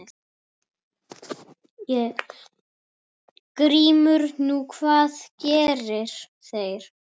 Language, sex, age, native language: Icelandic, male, 9, Icelandic